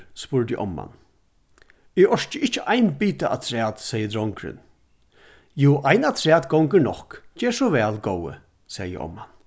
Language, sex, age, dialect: Faroese, male, 36-60, Suðurstreymoy